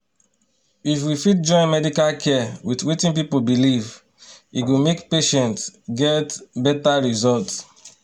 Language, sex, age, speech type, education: Nigerian Pidgin, male, 30-45, spontaneous, tertiary